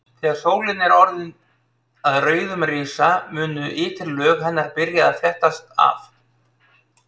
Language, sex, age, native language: Icelandic, male, 30-39, Icelandic